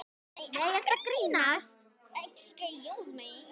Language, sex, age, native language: Icelandic, female, 10, Icelandic